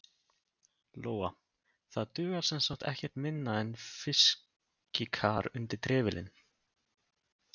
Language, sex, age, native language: Icelandic, male, 20-29, Icelandic